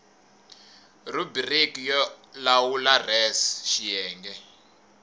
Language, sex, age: Tsonga, male, 21